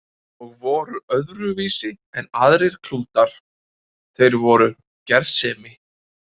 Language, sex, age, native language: Icelandic, male, 20-29, Icelandic